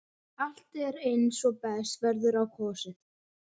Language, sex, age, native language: Icelandic, male, 11, Icelandic